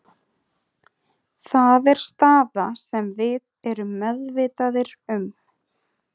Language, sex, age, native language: Icelandic, female, 30-39, Icelandic